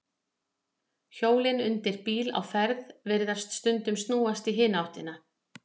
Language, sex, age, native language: Icelandic, female, 40-49, Icelandic